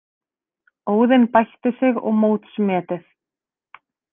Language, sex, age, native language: Icelandic, female, 30-39, Icelandic